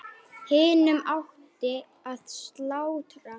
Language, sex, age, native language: Icelandic, male, 9, Icelandic